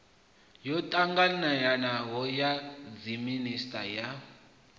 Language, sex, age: Venda, male, 21